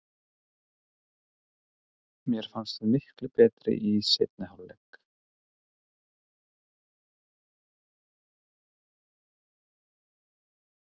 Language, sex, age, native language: Icelandic, male, 30-39, Icelandic